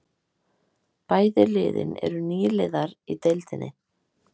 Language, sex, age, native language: Icelandic, female, 18-19, Icelandic